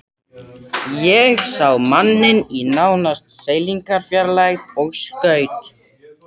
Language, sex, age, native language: Icelandic, male, 80-89, Swedish